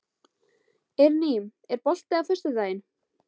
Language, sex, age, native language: Icelandic, female, 12, Icelandic